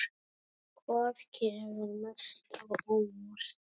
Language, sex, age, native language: Icelandic, male, 9, Icelandic